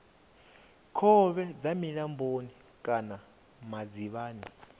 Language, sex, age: Venda, male, 24